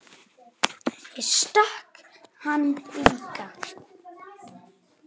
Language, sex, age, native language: Icelandic, male, 8, Icelandic